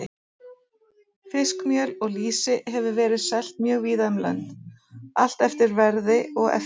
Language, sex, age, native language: Icelandic, female, 40-49, Icelandic